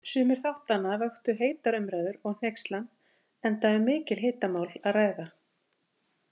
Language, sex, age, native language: Icelandic, female, 50-59, Icelandic